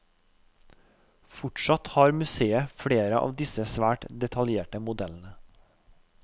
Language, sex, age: Norwegian, male, 32